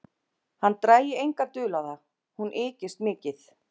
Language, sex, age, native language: Icelandic, female, 11, Icelandic